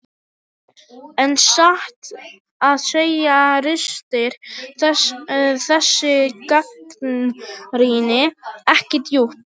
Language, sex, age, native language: Icelandic, other, 18-19, Polish